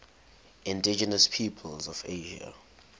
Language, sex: English, male